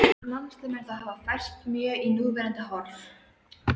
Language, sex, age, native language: Icelandic, male, 13, Icelandic